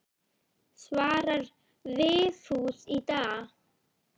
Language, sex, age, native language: Icelandic, female, 9, Icelandic